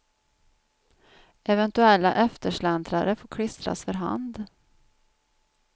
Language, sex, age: Swedish, female, 49